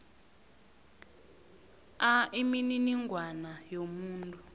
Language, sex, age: South Ndebele, female, 21